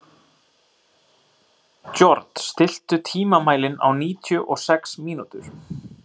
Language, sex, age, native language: Icelandic, male, 30-39, Icelandic